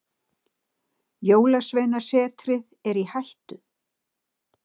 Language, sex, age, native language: Icelandic, female, 60-69, Icelandic